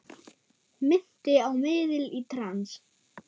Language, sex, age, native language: Icelandic, female, 9, German